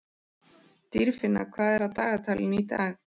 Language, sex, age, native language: Icelandic, male, 13, Icelandic